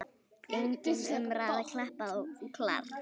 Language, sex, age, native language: Icelandic, female, 9, Icelandic